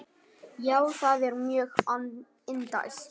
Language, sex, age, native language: Icelandic, male, 10, Vietnamese